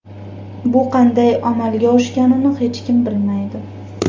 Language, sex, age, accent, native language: Uzbek, female, 18-24, Farg'ona, Uzbek